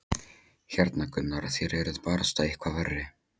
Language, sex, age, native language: Icelandic, male, 13, Polish